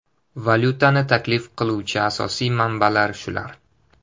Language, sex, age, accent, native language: Uzbek, male, 18-24, Toshkent shahri, Uzbek